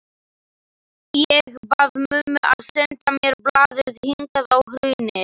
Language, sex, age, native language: Icelandic, male, 11, Slovak